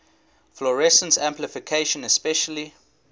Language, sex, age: English, male, 21